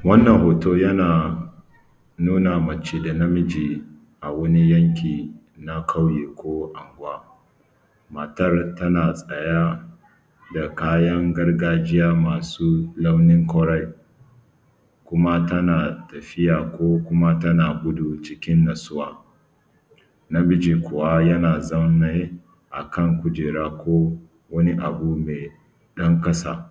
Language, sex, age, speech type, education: Hausa, male, 30-45, spontaneous, tertiary